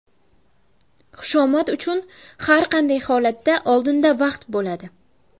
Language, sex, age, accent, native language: Uzbek, female, under 19, Buxoro, Uzbek